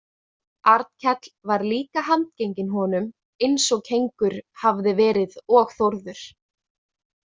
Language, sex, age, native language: Icelandic, female, 20-29, Icelandic